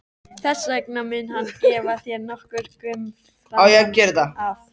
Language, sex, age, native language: Icelandic, male, 13, Icelandic